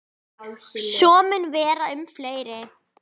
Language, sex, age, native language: Icelandic, female, 10, Icelandic